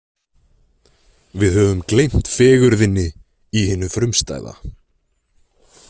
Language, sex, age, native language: Icelandic, male, 20-29, Icelandic